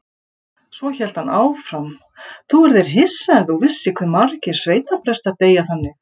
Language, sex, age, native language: Icelandic, female, 50-59, Icelandic